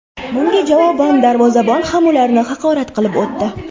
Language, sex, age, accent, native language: Uzbek, female, under 19, Toshkent viloyati, Uzbek